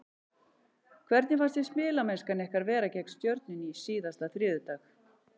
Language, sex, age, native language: Icelandic, male, 11, Icelandic